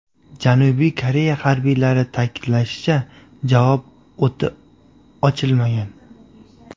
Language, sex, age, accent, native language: Uzbek, male, 18-24, Farg'ona, Uzbek